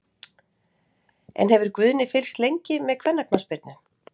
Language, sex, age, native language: Icelandic, female, 40-49, Icelandic